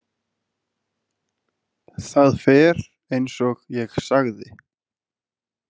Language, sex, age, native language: Icelandic, male, 20-29, Icelandic